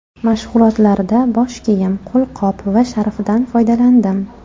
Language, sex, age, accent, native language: Uzbek, female, 25-34, Toshkent shahri, Uzbek